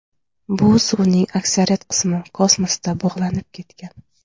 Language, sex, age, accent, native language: Uzbek, female, 18-24, Toshkent shahri, Uzbek